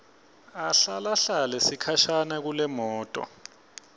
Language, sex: Swati, male